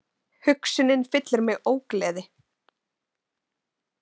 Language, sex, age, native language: Icelandic, female, 20-29, Icelandic